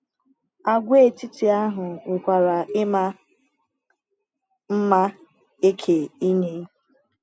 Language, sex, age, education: Igbo, female, 15-29, tertiary